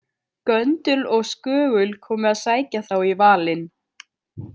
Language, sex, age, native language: Icelandic, female, 18-19, Icelandic